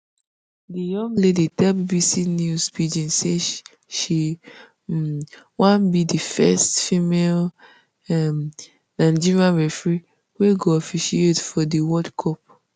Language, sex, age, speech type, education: Nigerian Pidgin, female, 15-29, spontaneous, tertiary